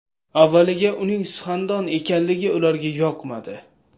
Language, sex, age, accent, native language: Uzbek, male, 18-24, Samarqand, Uzbek